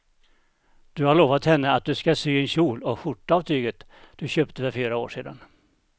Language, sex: Swedish, male